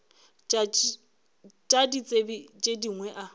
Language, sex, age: Northern Sotho, female, 21